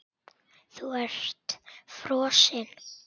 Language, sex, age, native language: Icelandic, male, 8, Icelandic